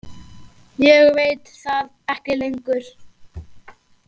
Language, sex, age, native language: Icelandic, male, 8, Icelandic